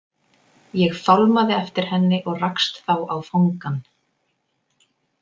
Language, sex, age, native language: Icelandic, female, 30-39, Icelandic